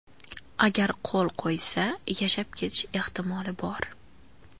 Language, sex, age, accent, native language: Uzbek, female, 18-24, Andijon, Uzbek